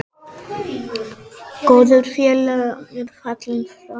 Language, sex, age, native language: Icelandic, male, 6, Icelandic